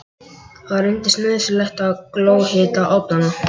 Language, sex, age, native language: Icelandic, male, 11, Icelandic